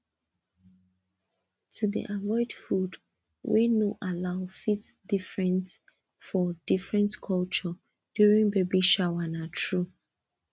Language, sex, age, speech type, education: Nigerian Pidgin, female, 30-45, spontaneous, tertiary